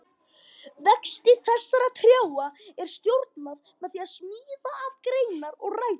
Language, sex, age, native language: Icelandic, female, 50-59, Icelandic